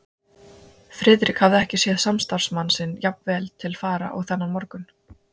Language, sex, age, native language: Icelandic, female, 20-29, Icelandic